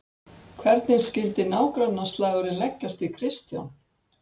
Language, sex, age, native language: Icelandic, female, 60-69, Icelandic